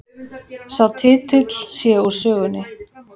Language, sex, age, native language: Icelandic, female, 40-49, Icelandic